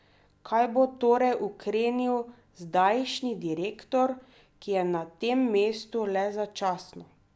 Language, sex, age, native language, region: Slovenian, female, 30-49, Slovenian, Drava region